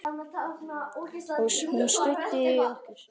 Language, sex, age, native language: Icelandic, male, 10, Icelandic